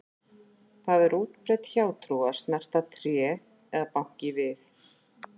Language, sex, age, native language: Icelandic, female, 40-49, Icelandic